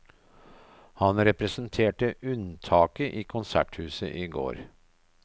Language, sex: Norwegian, male